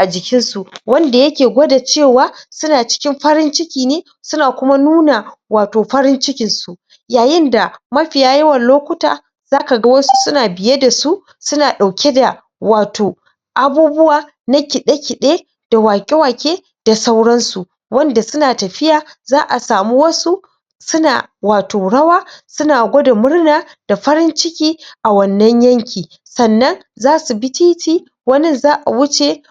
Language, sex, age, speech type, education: Hausa, female, 15-29, spontaneous, tertiary